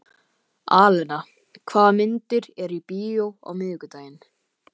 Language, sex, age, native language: Icelandic, male, 12, Icelandic